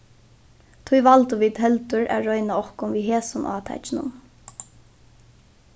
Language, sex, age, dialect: Faroese, female, 15-35, Norðuroyggjar